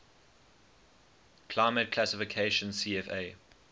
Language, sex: English, male